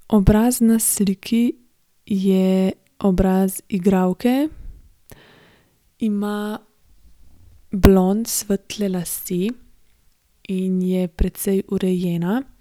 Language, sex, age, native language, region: Slovenian, female, 18-29, Slovenian, Gorenjska region